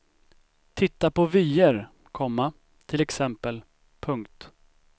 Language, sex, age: Swedish, male, 25